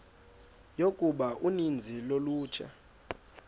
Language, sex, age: Xhosa, male, 19